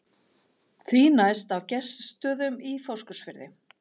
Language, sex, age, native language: Icelandic, female, 40-49, Icelandic